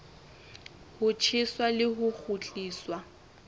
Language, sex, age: Southern Sotho, female, 21